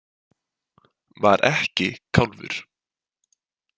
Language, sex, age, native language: Icelandic, male, 20-29, Icelandic